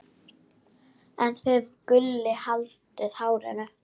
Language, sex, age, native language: Icelandic, female, 10, Icelandic